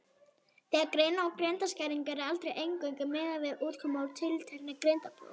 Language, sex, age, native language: Icelandic, female, 18-19, Icelandic